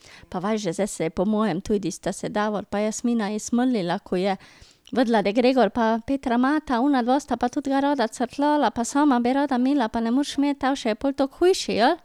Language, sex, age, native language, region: Slovenian, female, 50-59, Slovenian, Drava region